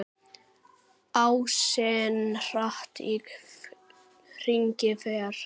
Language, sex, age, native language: Icelandic, male, 9, Icelandic